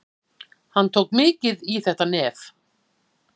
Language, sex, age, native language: Icelandic, female, 50-59, Icelandic